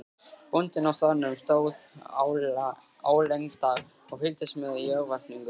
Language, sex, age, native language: Icelandic, male, 13, Icelandic